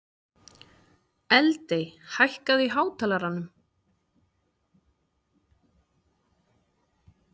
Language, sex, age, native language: Icelandic, female, 30-39, Icelandic